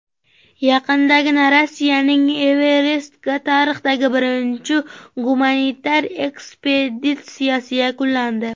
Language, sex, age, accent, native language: Uzbek, male, 18-24, Andijon, Uzbek